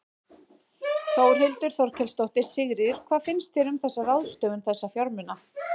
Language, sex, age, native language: Icelandic, female, 18-19, Icelandic